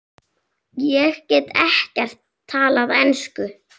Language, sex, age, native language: Icelandic, female, 7, Icelandic